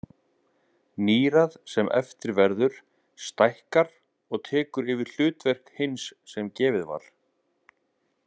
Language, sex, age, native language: Icelandic, male, 30-39, Icelandic